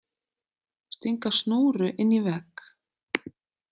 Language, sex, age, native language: Icelandic, female, 30-39, Icelandic